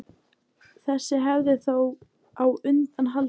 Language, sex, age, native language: Icelandic, female, 18-19, Icelandic